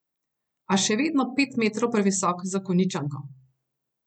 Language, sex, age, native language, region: Slovenian, female, 30-49, Slovenian, Gorenjska region